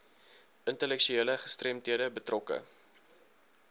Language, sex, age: Afrikaans, male, 19